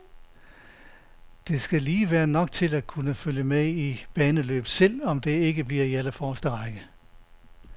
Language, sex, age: Danish, male, 69